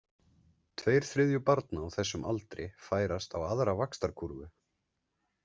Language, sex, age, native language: Icelandic, male, 30-39, Icelandic